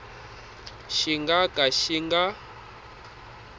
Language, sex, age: Tsonga, male, 26